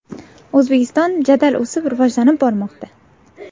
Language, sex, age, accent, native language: Uzbek, female, 19-29, Navoiy, Uzbek